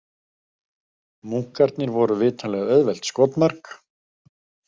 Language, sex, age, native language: Icelandic, male, 50-59, Icelandic